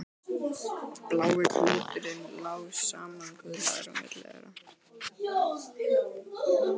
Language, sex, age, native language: Icelandic, male, 12, Icelandic